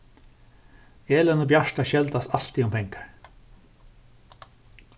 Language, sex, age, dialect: Faroese, male, 36-60, Suðurstreymoy